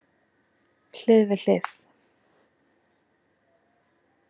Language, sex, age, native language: Icelandic, female, 20-29, Icelandic